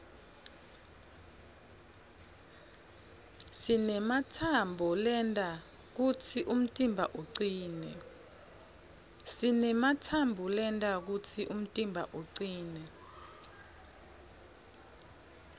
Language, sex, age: Swati, female, 26